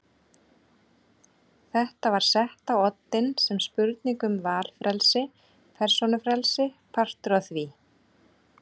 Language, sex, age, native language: Icelandic, female, 30-39, Icelandic